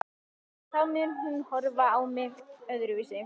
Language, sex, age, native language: Icelandic, female, 11, Icelandic